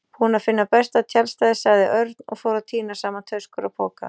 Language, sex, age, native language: Icelandic, female, 40-49, Icelandic